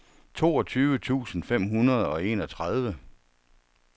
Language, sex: Danish, male